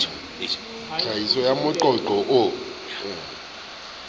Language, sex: Southern Sotho, male